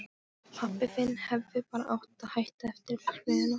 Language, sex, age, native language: Icelandic, female, 13, Polish